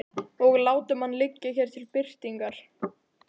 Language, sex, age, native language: Icelandic, male, 12, Icelandic